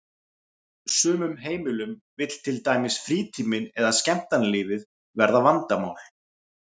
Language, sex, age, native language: Icelandic, male, 40-49, Icelandic